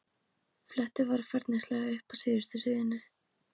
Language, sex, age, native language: Icelandic, female, 18-19, Icelandic